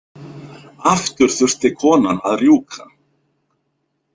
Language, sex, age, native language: Icelandic, male, 50-59, Icelandic